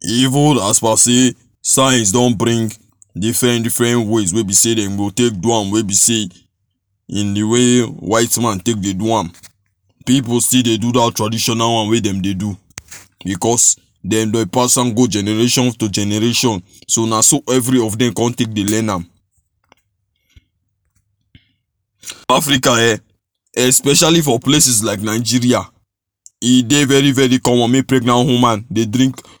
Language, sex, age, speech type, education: Nigerian Pidgin, male, 15-29, spontaneous, tertiary